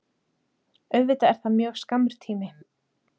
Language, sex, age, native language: Icelandic, female, 30-39, Icelandic